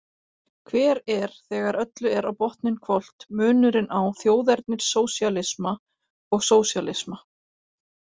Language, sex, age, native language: Icelandic, female, 40-49, Icelandic